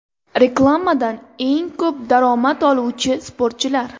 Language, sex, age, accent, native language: Uzbek, female, 18-24, Andijon, Uzbek